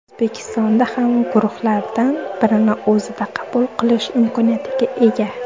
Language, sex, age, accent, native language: Uzbek, female, under 19, Surxondaryo, Uzbek